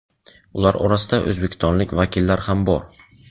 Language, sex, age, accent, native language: Uzbek, male, 18-24, Navoiy, Uzbek